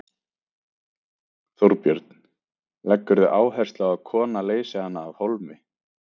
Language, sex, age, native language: Icelandic, male, 20-29, Icelandic